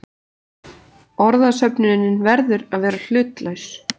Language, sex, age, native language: Icelandic, female, 30-39, Icelandic